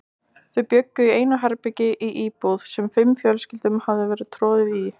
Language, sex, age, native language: Icelandic, male, 20-29, Icelandic